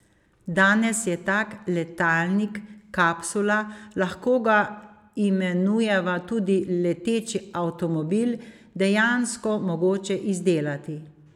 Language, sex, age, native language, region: Slovenian, female, 50-59, Slovenian, Savinja region